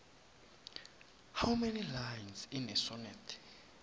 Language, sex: South Ndebele, male